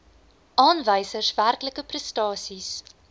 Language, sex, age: Afrikaans, female, 20